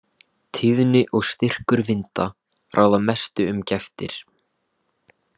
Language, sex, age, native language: Icelandic, male, 18-19, Icelandic